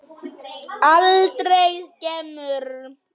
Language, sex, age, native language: Icelandic, female, 10, Polish